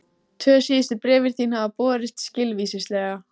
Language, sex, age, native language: Icelandic, female, 14, Icelandic